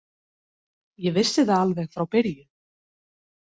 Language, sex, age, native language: Icelandic, female, 30-39, Icelandic